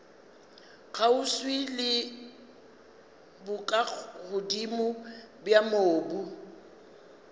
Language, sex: Northern Sotho, female